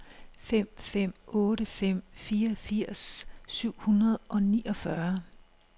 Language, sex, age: Danish, female, 56